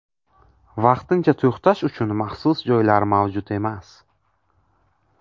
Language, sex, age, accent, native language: Uzbek, male, 18-24, Navoiy, Uzbek